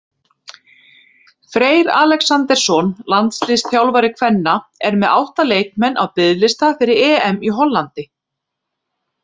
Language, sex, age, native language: Icelandic, female, 30-39, Icelandic